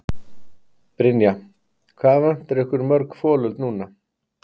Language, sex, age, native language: Icelandic, male, 50-59, Icelandic